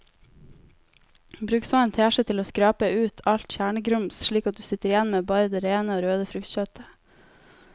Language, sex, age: Norwegian, female, 18